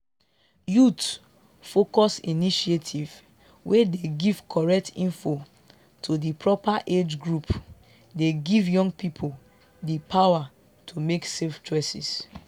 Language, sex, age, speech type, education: Nigerian Pidgin, female, 15-29, spontaneous, tertiary